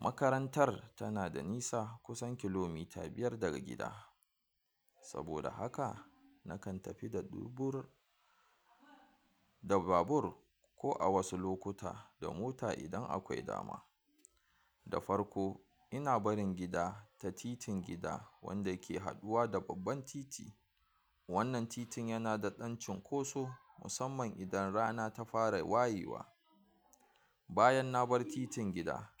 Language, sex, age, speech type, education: Hausa, male, 46-60, spontaneous, tertiary